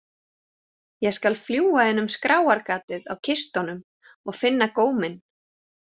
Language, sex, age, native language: Icelandic, female, 40-49, Icelandic